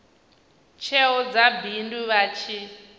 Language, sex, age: Venda, female, 19